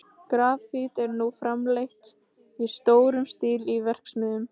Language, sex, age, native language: Icelandic, female, 15, Icelandic